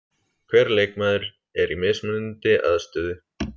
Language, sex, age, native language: Icelandic, male, 30-39, Icelandic